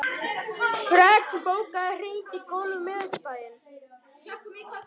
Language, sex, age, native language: Icelandic, male, 11, Icelandic